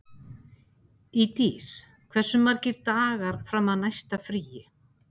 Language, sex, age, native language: Icelandic, female, 50-59, Icelandic